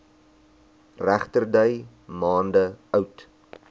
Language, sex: Afrikaans, male